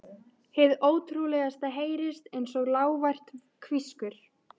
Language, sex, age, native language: Icelandic, female, 13, Icelandic